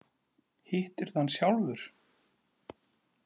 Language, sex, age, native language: Icelandic, male, 40-49, Icelandic